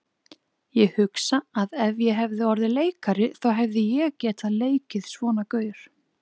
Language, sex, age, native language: Icelandic, female, 20-29, Icelandic